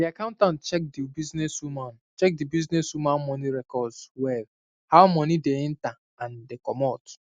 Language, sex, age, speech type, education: Nigerian Pidgin, male, 15-29, spontaneous, secondary